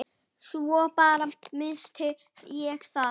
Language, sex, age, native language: Icelandic, female, 10, Icelandic